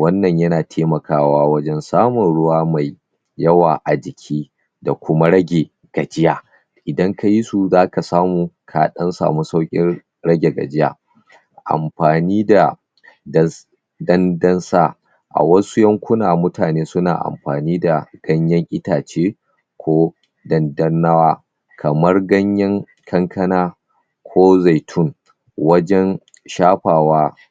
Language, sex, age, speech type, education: Hausa, male, 30-45, spontaneous, tertiary